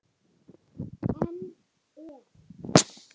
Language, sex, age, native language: Icelandic, male, 10, Icelandic